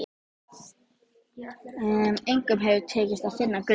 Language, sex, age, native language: Icelandic, female, 12, Icelandic